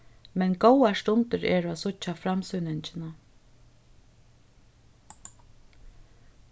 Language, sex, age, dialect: Faroese, female, 36-60, Suðurstreymoy